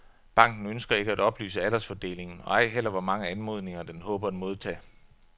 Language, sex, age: Danish, male, 33